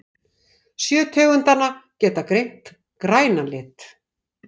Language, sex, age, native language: Icelandic, female, 60-69, Icelandic